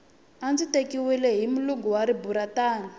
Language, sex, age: Tsonga, female, 20